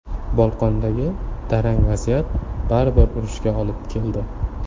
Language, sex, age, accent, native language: Uzbek, male, 19-29, Toshkent shahri, Uzbek